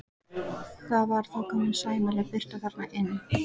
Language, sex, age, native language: Icelandic, female, 14, Icelandic